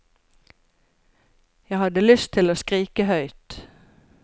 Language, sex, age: Norwegian, female, 54